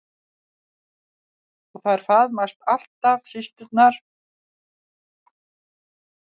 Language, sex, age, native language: Icelandic, female, 60-69, Icelandic